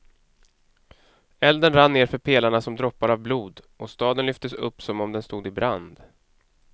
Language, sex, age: Swedish, male, 31